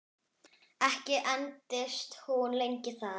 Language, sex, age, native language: Icelandic, female, 10, Icelandic